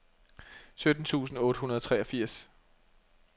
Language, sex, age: Danish, male, 32